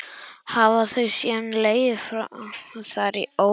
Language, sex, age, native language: Icelandic, male, 11, Icelandic